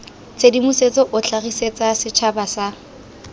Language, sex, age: Tswana, female, 19